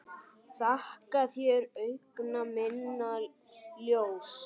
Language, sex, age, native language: Icelandic, male, 8, Icelandic